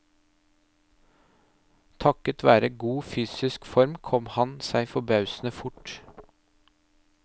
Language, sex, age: Norwegian, male, 30